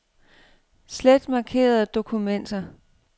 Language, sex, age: Danish, female, 32